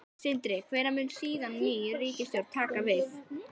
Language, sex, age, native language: Icelandic, female, 11, Icelandic